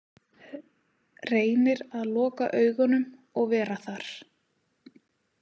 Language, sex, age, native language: Icelandic, female, 30-39, Icelandic